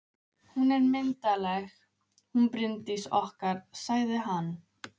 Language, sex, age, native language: Icelandic, female, 15, Icelandic